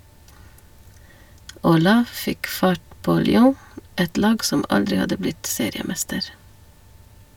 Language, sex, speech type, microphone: Norwegian, female, read, Shure